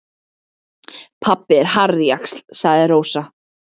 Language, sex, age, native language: Icelandic, female, 40-49, Icelandic